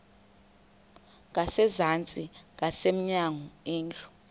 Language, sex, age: Xhosa, female, 21